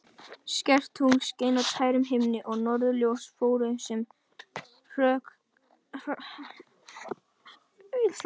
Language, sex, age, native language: Icelandic, male, 18-19, Icelandic